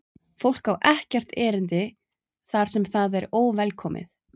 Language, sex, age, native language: Icelandic, female, 30-39, Icelandic